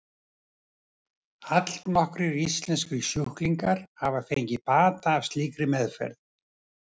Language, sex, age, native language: Icelandic, male, 70-79, Icelandic